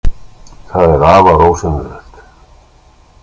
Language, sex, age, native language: Icelandic, male, 60-69, Icelandic